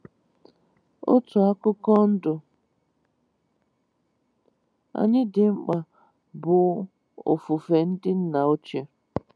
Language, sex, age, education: Igbo, female, 15-29, tertiary